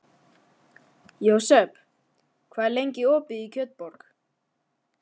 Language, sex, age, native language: Icelandic, male, 11, Icelandic